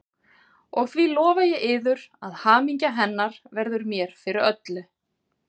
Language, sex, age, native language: Icelandic, female, 40-49, Icelandic